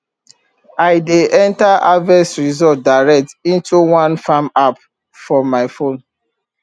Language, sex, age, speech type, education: Nigerian Pidgin, male, 30-45, spontaneous, tertiary